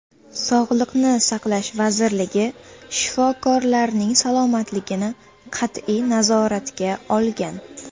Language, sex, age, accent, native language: Uzbek, female, 18-24, Jizzax, Uzbek